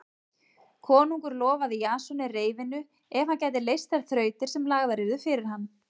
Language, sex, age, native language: Icelandic, female, 30-39, Icelandic